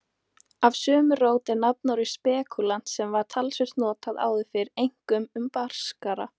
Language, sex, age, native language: Icelandic, female, 18-19, Icelandic